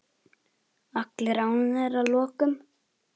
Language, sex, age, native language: Icelandic, male, 10, Icelandic